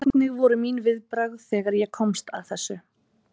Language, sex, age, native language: Icelandic, female, 30-39, Icelandic